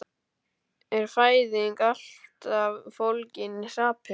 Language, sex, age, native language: Icelandic, male, 12, Icelandic